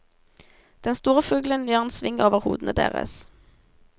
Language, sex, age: Norwegian, female, 17